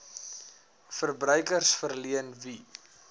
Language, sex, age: Afrikaans, male, 19